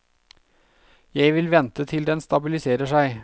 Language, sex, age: Norwegian, male, 32